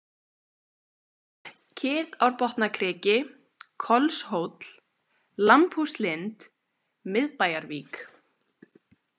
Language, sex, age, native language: Icelandic, female, 20-29, Icelandic